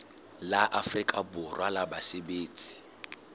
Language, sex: Southern Sotho, male